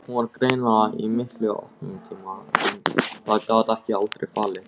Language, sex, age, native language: Icelandic, male, 18-19, Icelandic